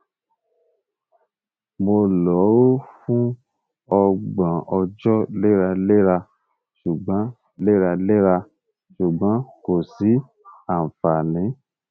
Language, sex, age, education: Yoruba, male, 30-45, tertiary